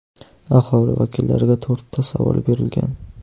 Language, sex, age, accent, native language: Uzbek, male, 12-17, Qashqadaryo, Uzbek